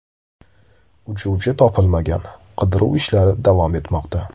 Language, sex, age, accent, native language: Uzbek, male, 18-24, Andijon, Uzbek